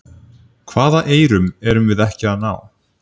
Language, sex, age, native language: Icelandic, male, 30-39, Icelandic